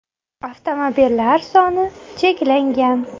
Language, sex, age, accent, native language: Uzbek, female, 18-24, Samarqand, Uzbek